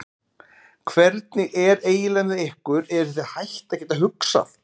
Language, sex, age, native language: Icelandic, male, 40-49, Icelandic